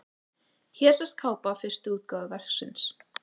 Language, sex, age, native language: Icelandic, female, 18-19, Icelandic